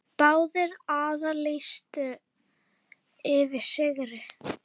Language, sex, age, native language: Icelandic, female, 9, Icelandic